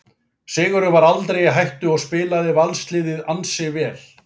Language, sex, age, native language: Icelandic, male, 40-49, Icelandic